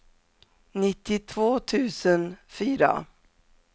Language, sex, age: Swedish, female, 47